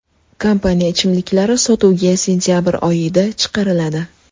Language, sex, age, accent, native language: Uzbek, female, 18-24, Toshkent shahri, Uzbek